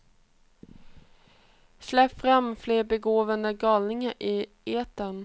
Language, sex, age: Swedish, female, 28